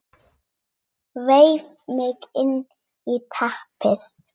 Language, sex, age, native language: Icelandic, other, 8, Icelandic